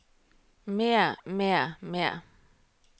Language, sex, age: Norwegian, female, 38